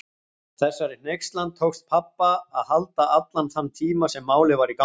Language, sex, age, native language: Icelandic, male, 40-49, Icelandic